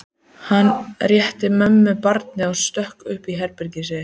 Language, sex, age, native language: Icelandic, female, 14, Icelandic